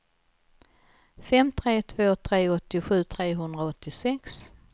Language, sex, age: Swedish, female, 55